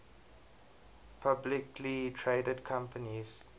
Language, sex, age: English, male, 20